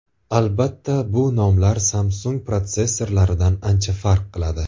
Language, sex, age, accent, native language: Uzbek, male, 25-34, Buxoro, Uzbek